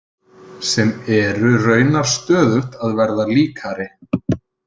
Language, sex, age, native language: Icelandic, male, 30-39, Icelandic